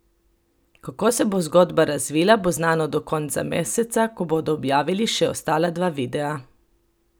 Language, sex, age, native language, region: Slovenian, female, 30-49, Slovenian, Coastal Karst region